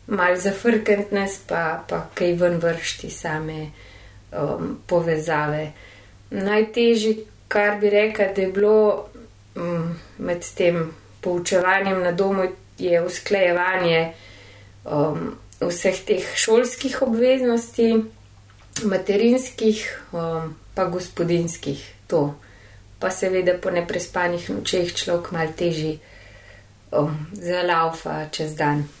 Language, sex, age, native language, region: Slovenian, female, 30-49, Slovenian, Gorenjska region